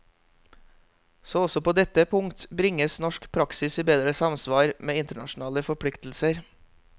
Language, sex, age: Norwegian, male, 32